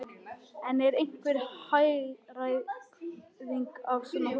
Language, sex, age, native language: Icelandic, male, 11, Icelandic